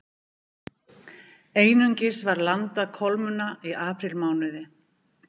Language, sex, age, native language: Icelandic, female, 50-59, Icelandic